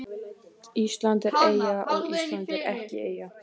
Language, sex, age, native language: Icelandic, male, 18-19, Icelandic